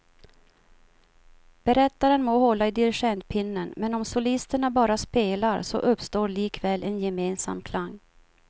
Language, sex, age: Swedish, female, 52